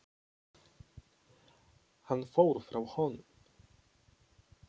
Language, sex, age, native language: Icelandic, male, 20-29, Polish